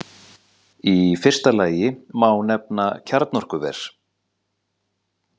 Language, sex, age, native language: Icelandic, male, 40-49, Icelandic